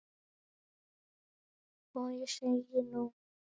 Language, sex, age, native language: Icelandic, male, 9, Icelandic